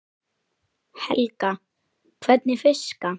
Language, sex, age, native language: Icelandic, female, 10, Icelandic